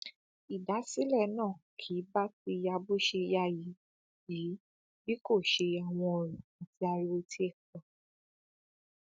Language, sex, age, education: Yoruba, female, 15-29, tertiary